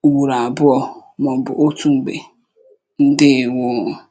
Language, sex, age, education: Igbo, female, 30-45, tertiary